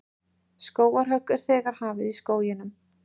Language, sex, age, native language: Icelandic, female, 30-39, Icelandic